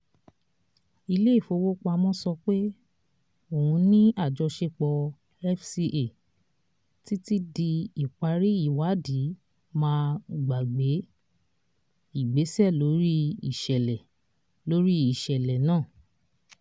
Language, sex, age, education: Yoruba, female, 30-45, tertiary